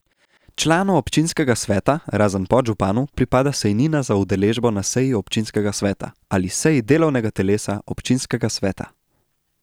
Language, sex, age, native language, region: Slovenian, male, 18-29, Slovenian, Central Slovenia